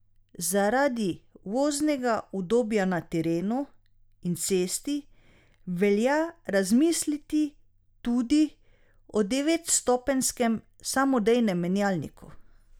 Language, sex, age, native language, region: Slovenian, female, 30-49, Slovenian, Drava region